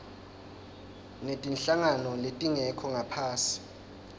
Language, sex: Swati, male